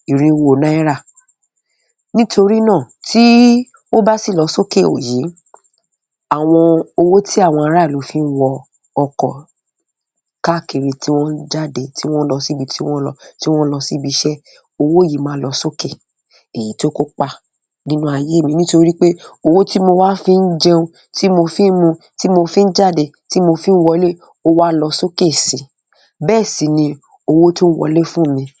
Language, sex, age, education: Yoruba, female, 30-45, tertiary